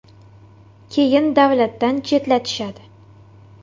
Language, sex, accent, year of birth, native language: Uzbek, female, Toshkent shahri, 1999, Uzbek